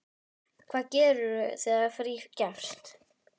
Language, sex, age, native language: Icelandic, female, 10, Icelandic